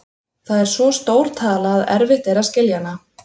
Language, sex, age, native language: Icelandic, female, 30-39, Icelandic